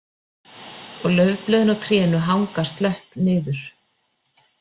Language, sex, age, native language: Icelandic, female, 40-49, Icelandic